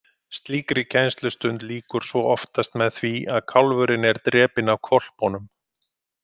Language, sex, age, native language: Icelandic, male, 50-59, Icelandic